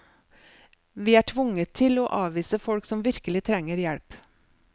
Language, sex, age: Norwegian, female, 47